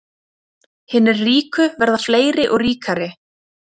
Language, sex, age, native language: Icelandic, female, 20-29, Icelandic